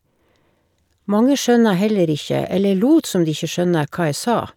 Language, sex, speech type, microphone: Norwegian, female, spontaneous, Shure